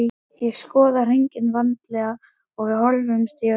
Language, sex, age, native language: Icelandic, male, 11, Icelandic